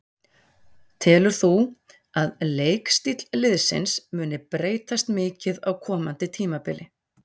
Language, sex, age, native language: Icelandic, female, 40-49, Icelandic